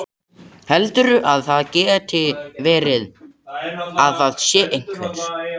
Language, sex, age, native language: Icelandic, male, 80-89, Swedish